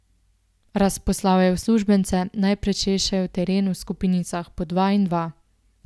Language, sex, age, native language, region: Slovenian, female, 18-29, Slovenian, Central Slovenia